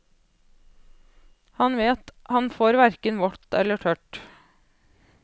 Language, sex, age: Norwegian, female, 28